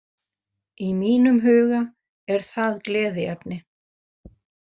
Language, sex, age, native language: Icelandic, female, 50-59, Faroese